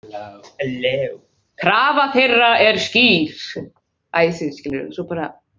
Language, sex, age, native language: Icelandic, male, 20-29, Icelandic